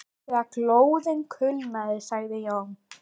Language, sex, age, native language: Icelandic, female, 10, Icelandic